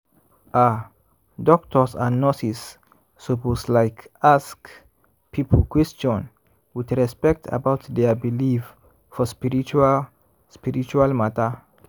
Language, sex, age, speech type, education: Nigerian Pidgin, male, 15-29, spontaneous, tertiary